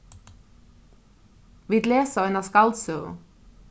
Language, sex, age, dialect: Faroese, female, 36-60, Norðurstreymoy/Eysturoy